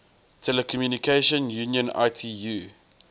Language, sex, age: English, male, 20